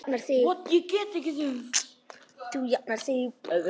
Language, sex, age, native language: Icelandic, female, 10, Icelandic